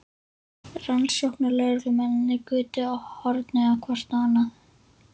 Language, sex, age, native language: Icelandic, female, 11, Icelandic